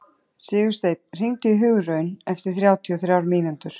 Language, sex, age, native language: Icelandic, male, 13, Icelandic